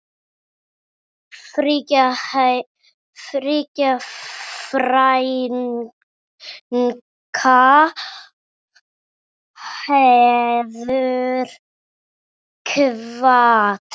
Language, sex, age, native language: Icelandic, female, 7, Icelandic